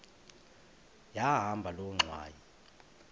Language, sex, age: Xhosa, male, 20